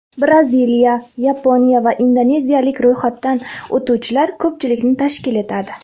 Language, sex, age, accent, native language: Uzbek, female, 19-29, Farg'ona, Uzbek